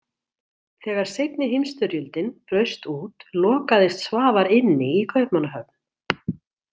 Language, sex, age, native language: Icelandic, female, 60-69, Icelandic